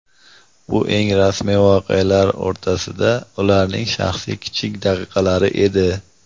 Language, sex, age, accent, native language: Uzbek, male, 25-34, Andijon, Uzbek